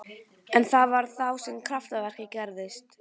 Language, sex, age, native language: Icelandic, female, 12, Icelandic